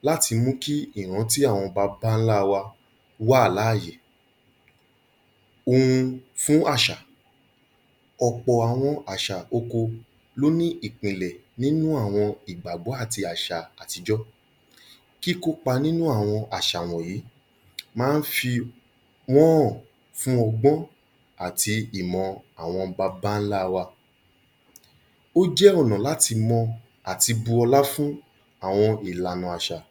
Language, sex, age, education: Yoruba, male, 30-45, tertiary